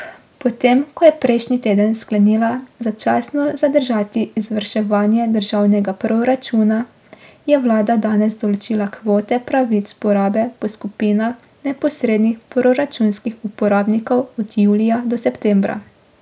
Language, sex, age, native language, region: Slovenian, female, 18-29, Slovenian, Drava region